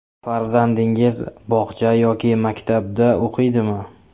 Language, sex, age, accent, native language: Uzbek, male, 25-34, Samarqand, Uzbek